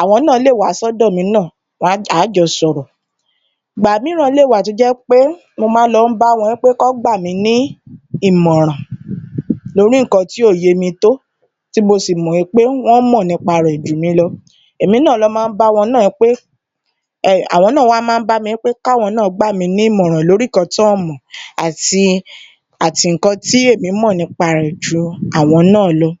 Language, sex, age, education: Yoruba, female, 30-45, tertiary